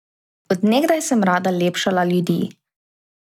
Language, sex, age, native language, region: Slovenian, female, 18-29, Slovenian, Drava region